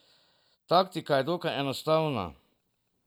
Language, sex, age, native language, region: Slovenian, male, 50-59, Slovenian, Drava region